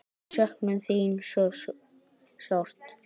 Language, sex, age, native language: Icelandic, male, 10, Icelandic